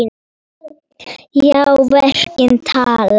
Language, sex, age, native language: Icelandic, female, 9, Polish